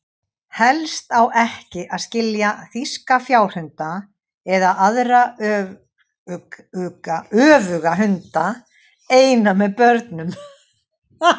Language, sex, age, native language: Icelandic, female, 30-39, Icelandic